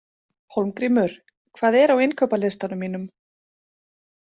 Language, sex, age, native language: Icelandic, female, 40-49, Icelandic